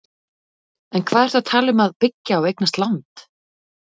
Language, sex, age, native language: Icelandic, female, 40-49, Icelandic